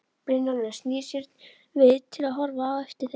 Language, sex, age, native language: Icelandic, female, 11, Icelandic